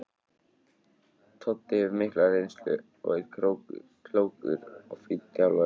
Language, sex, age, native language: Icelandic, male, 18-19, Icelandic